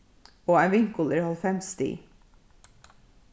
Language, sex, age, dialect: Faroese, female, 36-60, Suðurstreymoy